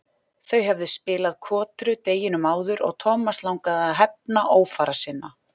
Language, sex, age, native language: Icelandic, female, 40-49, Icelandic